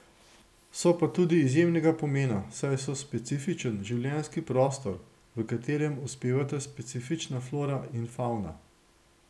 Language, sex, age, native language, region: Slovenian, male, 60+, Slovenian, Gorenjska region